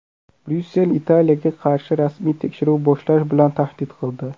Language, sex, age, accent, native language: Uzbek, male, under 19, Namangan, Uzbek